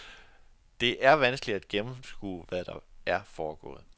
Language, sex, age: Danish, male, 42